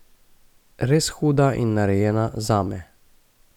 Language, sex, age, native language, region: Slovenian, male, 18-29, Slovenian, Gorica region